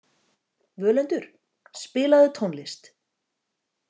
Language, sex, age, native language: Icelandic, female, 30-39, Icelandic